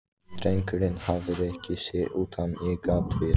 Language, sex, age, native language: Icelandic, female, 14, Icelandic